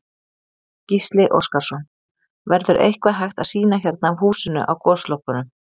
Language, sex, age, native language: Icelandic, female, 30-39, Icelandic